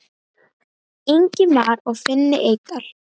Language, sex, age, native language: Icelandic, female, 9, Icelandic